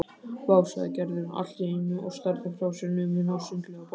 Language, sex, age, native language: Icelandic, male, 20-29, Icelandic